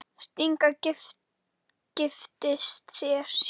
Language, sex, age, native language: Icelandic, female, 10, Icelandic